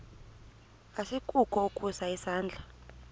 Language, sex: Xhosa, female